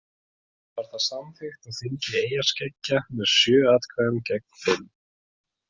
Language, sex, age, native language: Icelandic, male, 20-29, Icelandic